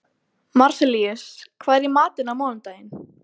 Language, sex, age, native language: Icelandic, female, 12, Icelandic